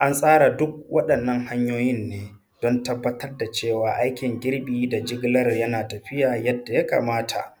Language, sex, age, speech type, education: Hausa, male, 15-29, spontaneous, secondary